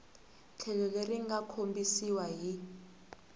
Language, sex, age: Tsonga, female, 18